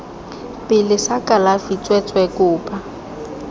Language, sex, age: Tswana, female, 20